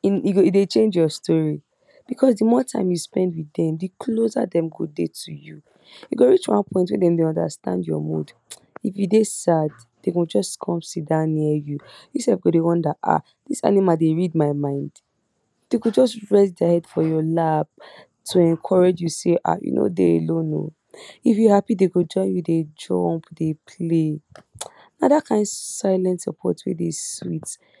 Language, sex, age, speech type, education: Nigerian Pidgin, female, 46-60, spontaneous, tertiary